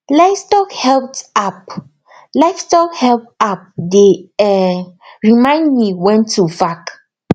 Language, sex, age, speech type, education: Nigerian Pidgin, female, 15-29, spontaneous, tertiary